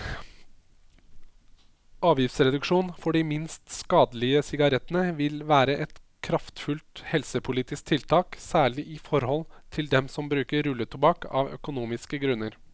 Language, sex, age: Norwegian, male, 27